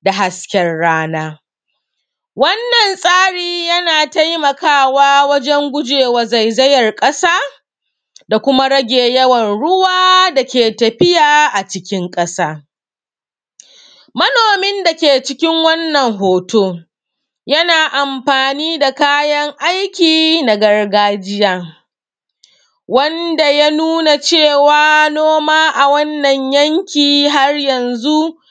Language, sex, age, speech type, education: Hausa, female, 30-45, spontaneous, secondary